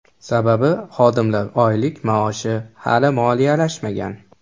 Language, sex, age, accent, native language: Uzbek, male, 18-24, Toshkent shahri, Uzbek